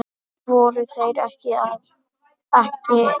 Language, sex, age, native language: Icelandic, female, 10, Icelandic